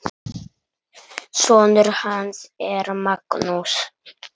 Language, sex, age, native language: Icelandic, male, 9, Icelandic